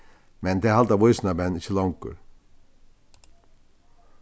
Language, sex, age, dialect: Faroese, male, 61+, Vágar